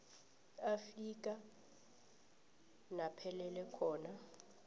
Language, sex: South Ndebele, female